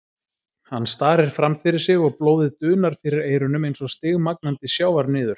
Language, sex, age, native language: Icelandic, male, 30-39, Icelandic